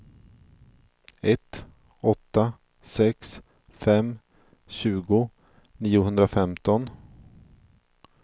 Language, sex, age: Swedish, male, 42